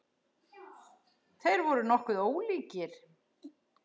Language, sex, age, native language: Icelandic, female, 10, Icelandic